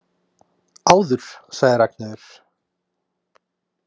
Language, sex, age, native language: Icelandic, male, 30-39, Icelandic